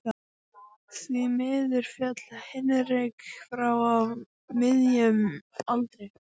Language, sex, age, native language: Icelandic, male, 12, Icelandic